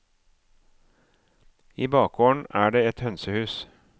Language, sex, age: Norwegian, male, 37